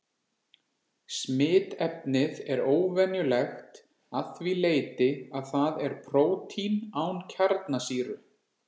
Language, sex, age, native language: Icelandic, male, 40-49, Icelandic